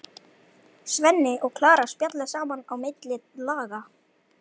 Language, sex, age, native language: Icelandic, male, 11, Icelandic